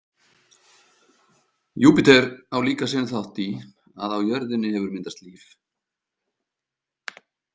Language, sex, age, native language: Icelandic, male, 50-59, Icelandic